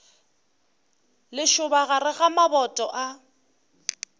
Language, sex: Northern Sotho, female